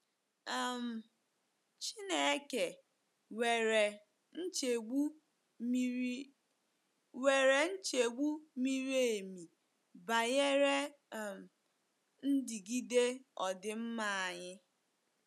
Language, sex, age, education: Igbo, female, 15-29, tertiary